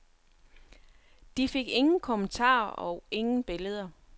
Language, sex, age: Danish, female, 42